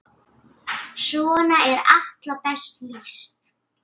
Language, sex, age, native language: Icelandic, female, 8, Icelandic